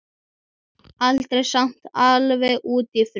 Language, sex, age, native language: Icelandic, female, 12, Icelandic